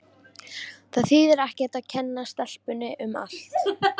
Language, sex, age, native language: Icelandic, female, 13, Icelandic